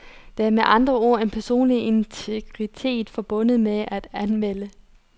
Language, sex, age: Danish, female, 30